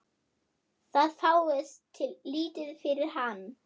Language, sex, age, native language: Icelandic, female, 8, German